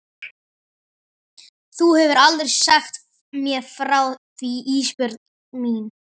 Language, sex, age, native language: Icelandic, male, 12, Icelandic